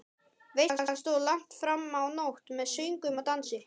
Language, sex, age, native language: Icelandic, male, 12, Icelandic